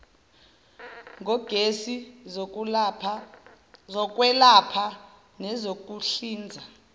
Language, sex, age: Zulu, female, 24